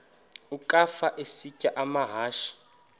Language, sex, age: Xhosa, male, 21